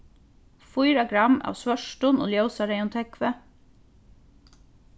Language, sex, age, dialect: Faroese, female, 15-35, Norðurstreymoy/Eysturoy